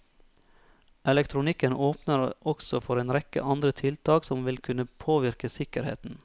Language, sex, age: Norwegian, male, 34